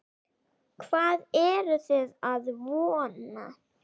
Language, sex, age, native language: Icelandic, female, 8, Icelandic